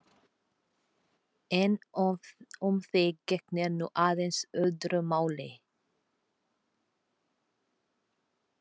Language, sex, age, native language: Icelandic, female, 40-49, Filipino